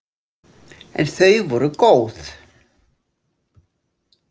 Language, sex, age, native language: Icelandic, female, 60-69, Icelandic